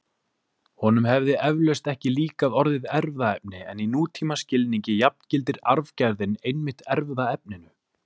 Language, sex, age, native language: Icelandic, male, 20-29, Icelandic